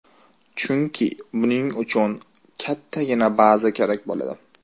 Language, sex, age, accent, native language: Uzbek, male, 18-24, Toshkent shahri, Uzbek